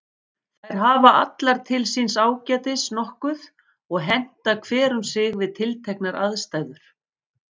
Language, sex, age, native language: Icelandic, female, 50-59, Icelandic